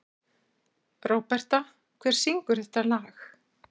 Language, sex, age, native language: Icelandic, female, 60-69, Icelandic